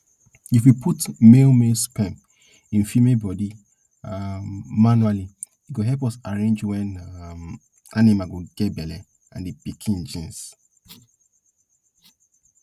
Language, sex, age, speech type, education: Nigerian Pidgin, male, 15-29, spontaneous, tertiary